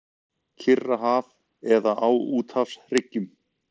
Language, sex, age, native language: Icelandic, male, 40-49, Icelandic